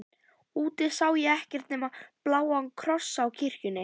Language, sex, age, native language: Icelandic, female, 11, Icelandic